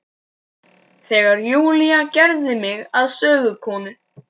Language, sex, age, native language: Icelandic, male, 12, Icelandic